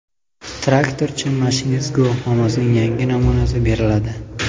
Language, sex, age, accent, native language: Uzbek, male, 18-24, Jizzax, Uzbek